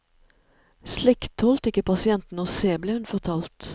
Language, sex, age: Norwegian, female, 37